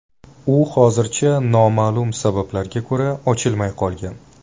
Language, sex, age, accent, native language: Uzbek, male, 19-29, Buxoro, Uzbek